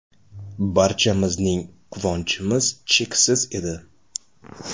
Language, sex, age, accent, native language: Uzbek, male, 35+, Toshkent shahri, Uzbek